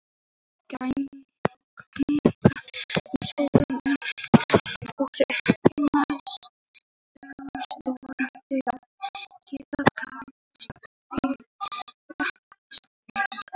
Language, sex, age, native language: Icelandic, female, 18-19, Icelandic